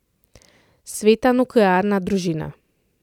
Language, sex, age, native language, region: Slovenian, female, 30-49, Slovenian, Central Slovenia